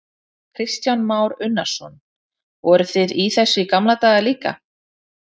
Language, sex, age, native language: Icelandic, female, 30-39, Icelandic